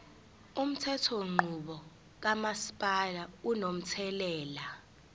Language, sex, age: Zulu, female, 18